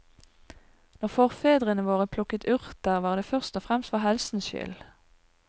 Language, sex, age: Norwegian, female, 42